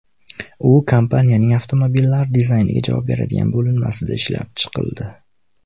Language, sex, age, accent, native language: Uzbek, male, 19-29, Namangan, Uzbek